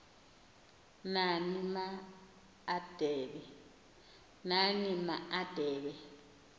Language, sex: Xhosa, female